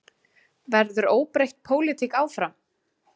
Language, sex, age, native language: Icelandic, female, 30-39, Icelandic